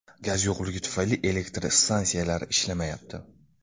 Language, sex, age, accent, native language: Uzbek, male, 18-24, Andijon, Uzbek